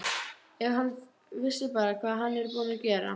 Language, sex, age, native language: Icelandic, female, 12, Icelandic